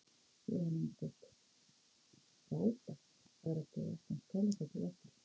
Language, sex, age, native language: Icelandic, female, 50-59, Icelandic